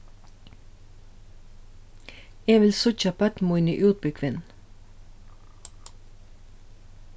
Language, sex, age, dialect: Faroese, female, 36-60, Suðurstreymoy